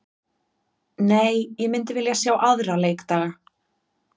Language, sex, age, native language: Icelandic, female, 30-39, Icelandic